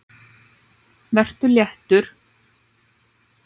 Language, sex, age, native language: Icelandic, female, 9, Icelandic